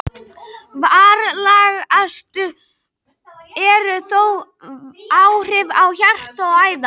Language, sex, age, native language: Icelandic, female, 18-19, Icelandic